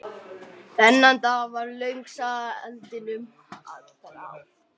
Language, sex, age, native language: Icelandic, male, 12, Icelandic